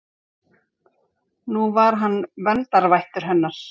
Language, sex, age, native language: Icelandic, female, 40-49, Icelandic